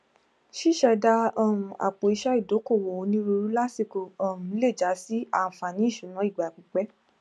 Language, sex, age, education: Yoruba, female, 15-29, tertiary